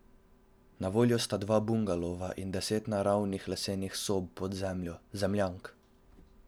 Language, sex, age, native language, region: Slovenian, male, 12-17, Slovenian, Drava region